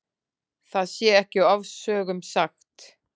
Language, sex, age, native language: Icelandic, female, 10, Icelandic